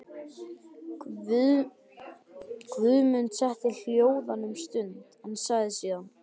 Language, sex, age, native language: Icelandic, male, 12, Icelandic